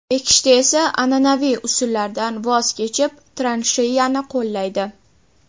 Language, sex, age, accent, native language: Uzbek, female, 18-24, Toshkent shahri, Uzbek